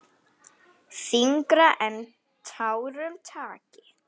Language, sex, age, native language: Icelandic, female, 9, Icelandic